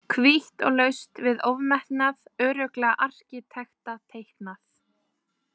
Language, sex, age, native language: Icelandic, female, 20-29, Icelandic